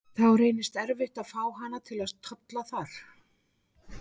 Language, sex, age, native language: Icelandic, female, 60-69, Icelandic